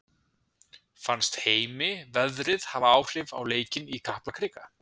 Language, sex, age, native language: Icelandic, male, 20-29, Icelandic